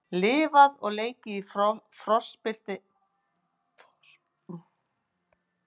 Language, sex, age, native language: Icelandic, female, 50-59, Icelandic